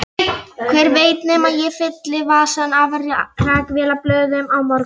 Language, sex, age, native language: Icelandic, female, 11, Icelandic